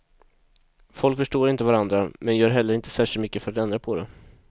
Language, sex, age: Swedish, male, 22